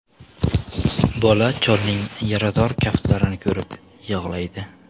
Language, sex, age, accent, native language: Uzbek, male, 18-24, Samarqand, Uzbek